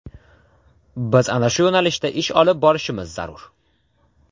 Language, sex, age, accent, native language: Uzbek, male, under 19, Farg'ona, Uzbek